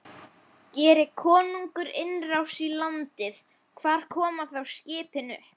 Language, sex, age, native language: Icelandic, female, 12, Icelandic